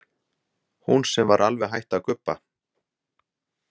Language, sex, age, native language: Icelandic, male, 60-69, Icelandic